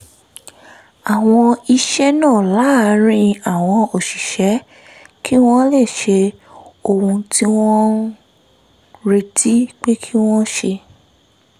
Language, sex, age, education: Yoruba, female, 15-29, tertiary